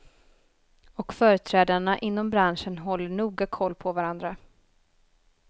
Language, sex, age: Swedish, female, 24